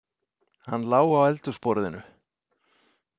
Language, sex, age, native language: Icelandic, male, 70-79, Icelandic